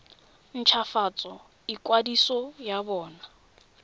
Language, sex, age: Tswana, female, 21